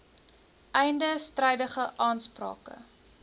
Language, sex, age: Afrikaans, female, 19